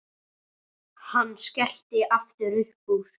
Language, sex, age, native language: Icelandic, male, 9, Icelandic